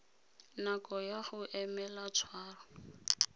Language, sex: Tswana, female